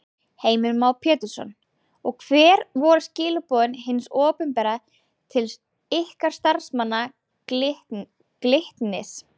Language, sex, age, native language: Icelandic, female, 20-29, Icelandic